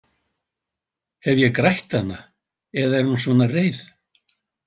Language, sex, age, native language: Icelandic, male, 80-89, Icelandic